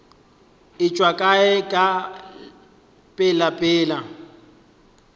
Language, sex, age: Northern Sotho, male, 23